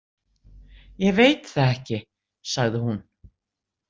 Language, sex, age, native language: Icelandic, female, 60-69, Icelandic